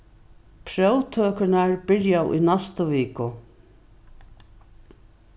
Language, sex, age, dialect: Faroese, female, 61+, Norðuroyggjar